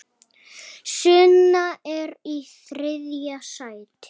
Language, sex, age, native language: Icelandic, female, 5, Icelandic